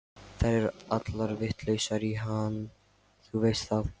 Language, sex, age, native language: Icelandic, male, 13, Lithuanian